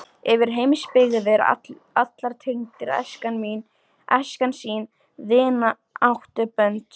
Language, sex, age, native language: Icelandic, female, 13, Icelandic